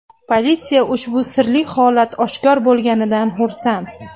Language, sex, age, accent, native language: Uzbek, female, 25-34, Andijon, Uzbek